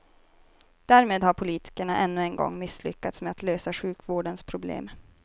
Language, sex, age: Swedish, female, 23